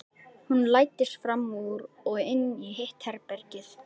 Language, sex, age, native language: Icelandic, male, 11, Icelandic